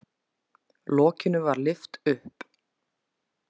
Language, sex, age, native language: Icelandic, female, 20-29, Icelandic